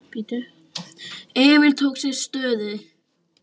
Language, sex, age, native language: Icelandic, male, 10, Icelandic